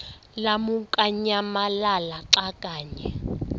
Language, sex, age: Xhosa, female, 23